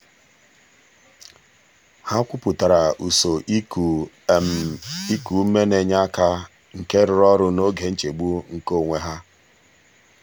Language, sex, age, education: Igbo, male, 46-60, tertiary